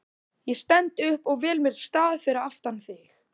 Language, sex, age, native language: Icelandic, male, 12, Icelandic